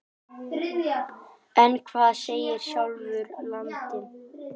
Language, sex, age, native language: Icelandic, male, 9, Icelandic